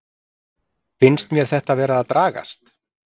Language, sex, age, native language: Icelandic, male, 40-49, Icelandic